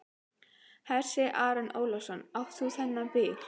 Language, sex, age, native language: Icelandic, female, 12, Icelandic